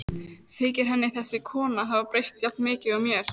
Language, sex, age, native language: Icelandic, female, 14, Icelandic